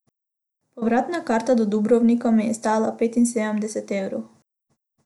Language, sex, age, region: Slovenian, female, 18-29, Abroad